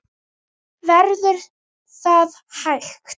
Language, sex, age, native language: Icelandic, male, 10, Icelandic